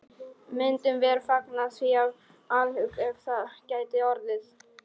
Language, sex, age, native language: Icelandic, male, 12, Polish